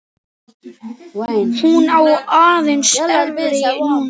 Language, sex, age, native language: Icelandic, male, 9, Icelandic